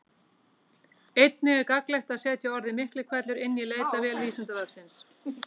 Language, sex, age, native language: Icelandic, female, 18-19, Icelandic